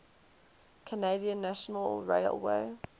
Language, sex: English, female